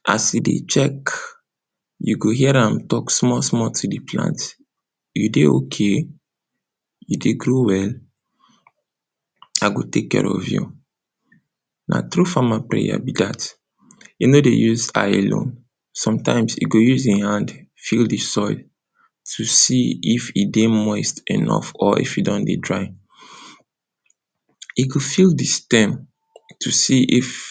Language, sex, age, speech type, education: Nigerian Pidgin, male, 46-60, spontaneous, tertiary